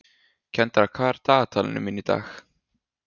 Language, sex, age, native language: Icelandic, male, 15, Icelandic